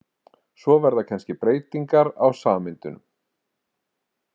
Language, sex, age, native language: Icelandic, male, 40-49, Icelandic